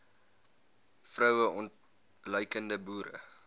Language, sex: Afrikaans, male